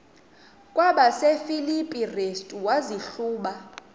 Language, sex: Xhosa, female